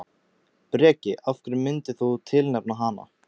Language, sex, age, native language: Icelandic, male, 14, Icelandic